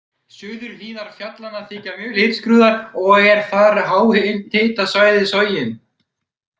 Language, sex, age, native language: Icelandic, male, 18-19, Icelandic